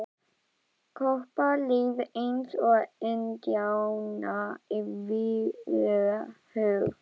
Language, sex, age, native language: Icelandic, female, 12, Icelandic